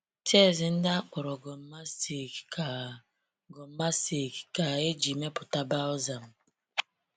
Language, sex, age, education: Igbo, female, 30-45, tertiary